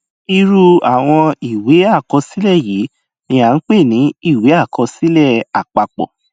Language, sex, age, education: Yoruba, male, 15-29, tertiary